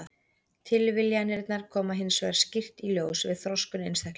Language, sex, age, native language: Icelandic, female, 30-39, Icelandic